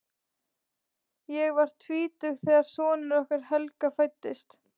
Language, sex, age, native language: Icelandic, female, 14, Icelandic